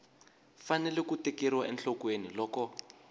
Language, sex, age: Tsonga, male, 22